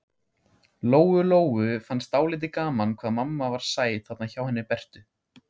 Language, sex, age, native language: Icelandic, male, 16, Icelandic